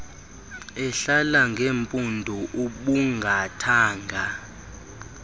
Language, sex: Xhosa, male